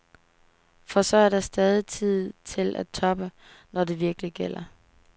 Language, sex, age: Danish, female, 18